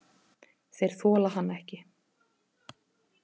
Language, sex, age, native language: Icelandic, female, 30-39, Icelandic